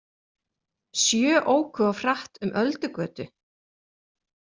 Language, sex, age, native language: Icelandic, female, 40-49, Icelandic